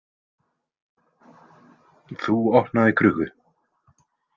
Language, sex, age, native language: Icelandic, male, 20-29, Icelandic